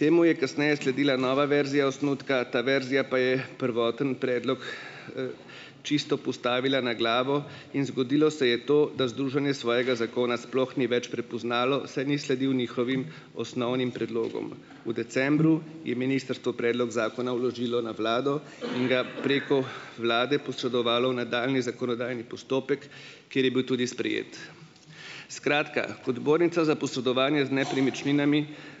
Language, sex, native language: Slovenian, male, Slovenian